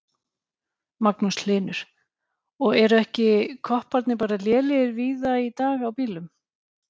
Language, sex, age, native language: Icelandic, female, 40-49, Icelandic